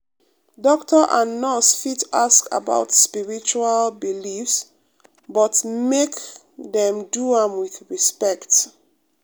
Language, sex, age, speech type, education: Nigerian Pidgin, female, 30-45, spontaneous, tertiary